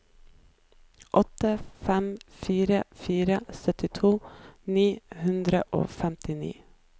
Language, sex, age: Norwegian, female, 29